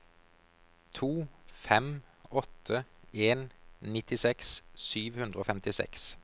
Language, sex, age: Norwegian, male, 32